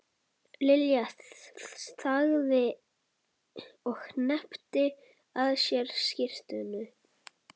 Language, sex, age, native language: Icelandic, male, 11, Icelandic